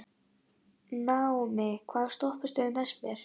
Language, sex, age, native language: Icelandic, female, 11, Icelandic